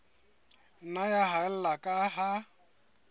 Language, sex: Southern Sotho, male